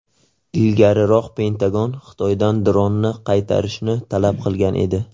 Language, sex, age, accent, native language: Uzbek, male, 18-24, Qashqadaryo, Uzbek